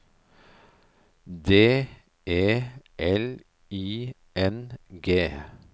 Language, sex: Norwegian, male